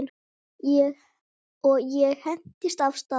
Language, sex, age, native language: Icelandic, female, 8, Icelandic